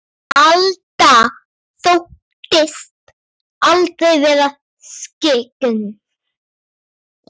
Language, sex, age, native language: Icelandic, female, 8, Icelandic